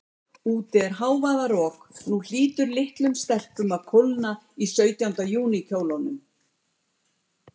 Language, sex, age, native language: Icelandic, female, 70-79, Icelandic